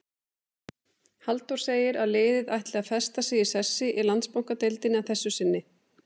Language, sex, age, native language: Icelandic, female, 30-39, Icelandic